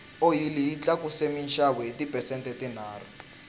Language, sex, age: Tsonga, male, 19